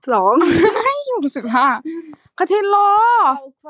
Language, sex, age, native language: Icelandic, female, 13, Thai